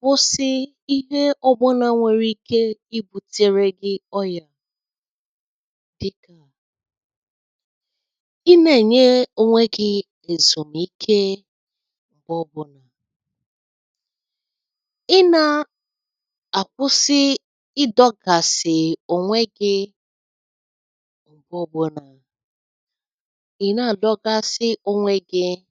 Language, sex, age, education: Igbo, female, 30-45, secondary